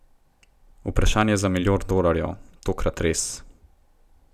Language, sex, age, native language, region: Slovenian, male, 18-29, Slovenian, Gorenjska region